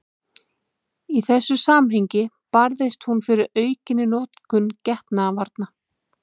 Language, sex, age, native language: Icelandic, female, 30-39, Icelandic